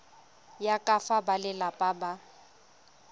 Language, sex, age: Tswana, female, 25